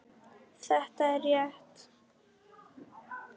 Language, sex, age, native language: Icelandic, female, 10, Icelandic